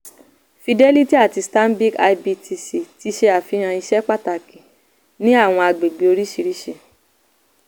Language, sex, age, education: Yoruba, female, 15-29, tertiary